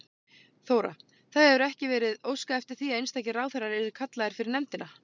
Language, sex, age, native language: Icelandic, female, 18-19, Icelandic